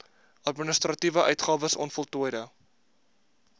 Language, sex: Afrikaans, male